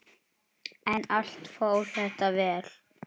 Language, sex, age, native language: Icelandic, male, 9, Icelandic